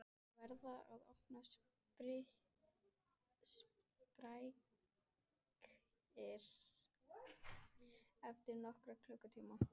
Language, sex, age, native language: Icelandic, female, 14, Icelandic